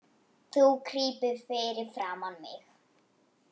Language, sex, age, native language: Icelandic, female, 18-19, Polish